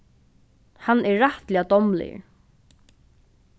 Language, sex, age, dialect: Faroese, female, 15-35, Norðuroyggjar